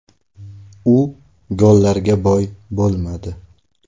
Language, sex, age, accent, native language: Uzbek, male, 18-24, Navoiy, Uzbek